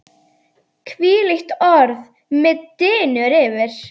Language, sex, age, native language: Icelandic, female, 10, Icelandic